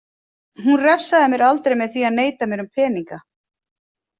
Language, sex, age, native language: Icelandic, female, 40-49, Icelandic